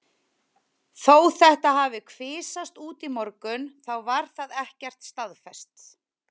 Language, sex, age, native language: Icelandic, female, 30-39, Icelandic